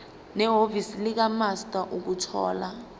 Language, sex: Zulu, female